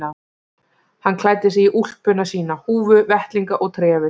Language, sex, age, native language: Icelandic, female, 30-39, Icelandic